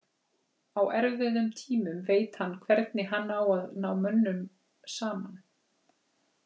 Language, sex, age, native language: Icelandic, female, 40-49, Icelandic